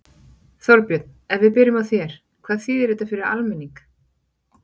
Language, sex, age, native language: Icelandic, female, 40-49, Icelandic